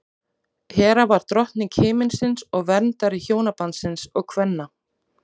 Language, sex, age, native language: Icelandic, female, 30-39, Icelandic